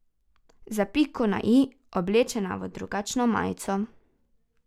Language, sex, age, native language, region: Slovenian, female, 12-17, Slovenian, Carinthia region